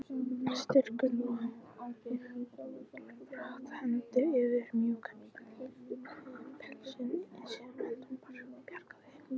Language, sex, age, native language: Icelandic, female, 14, English